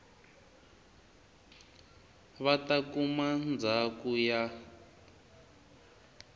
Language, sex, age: Tsonga, male, 19